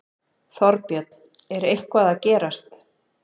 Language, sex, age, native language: Icelandic, female, 30-39, Icelandic